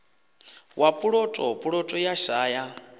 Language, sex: Venda, male